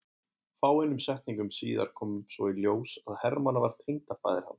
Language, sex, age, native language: Icelandic, male, 20-29, Icelandic